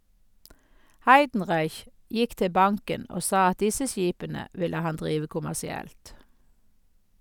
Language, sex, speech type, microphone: Norwegian, female, read, Sennheiser